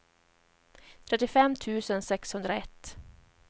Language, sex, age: Swedish, female, 31